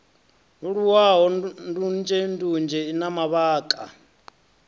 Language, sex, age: Venda, male, 33